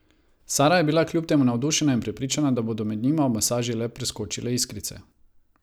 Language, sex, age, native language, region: Slovenian, male, 30-49, Croatian, Savinja region